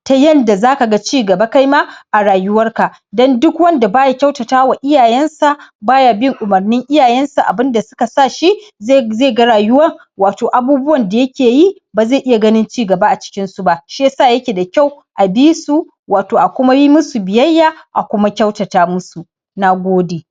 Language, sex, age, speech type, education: Hausa, male, 15-29, spontaneous, primary